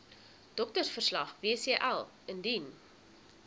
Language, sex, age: Afrikaans, female, 21